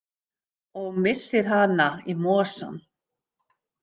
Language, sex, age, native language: Icelandic, female, 50-59, Icelandic